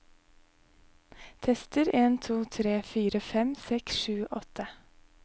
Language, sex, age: Norwegian, female, 23